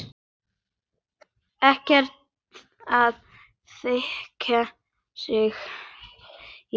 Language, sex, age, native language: Icelandic, male, 9, Icelandic